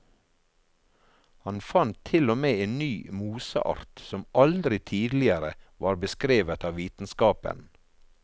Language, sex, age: Norwegian, male, 48